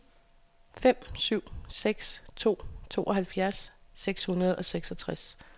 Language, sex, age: Danish, female, 36